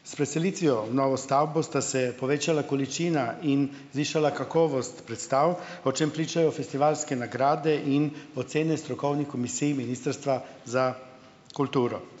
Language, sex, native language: Slovenian, male, Slovenian